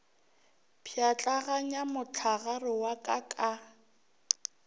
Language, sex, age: Northern Sotho, female, 23